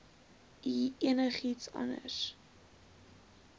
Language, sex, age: Afrikaans, female, 18